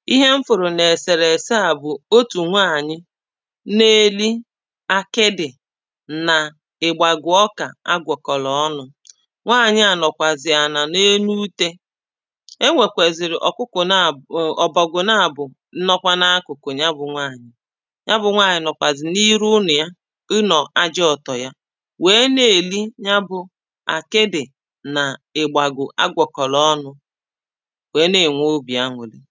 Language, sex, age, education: Igbo, female, 30-45, primary